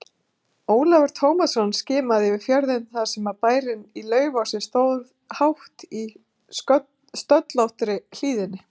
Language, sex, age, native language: Icelandic, female, 50-59, Icelandic